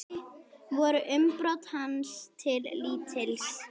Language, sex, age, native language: Icelandic, female, 10, Icelandic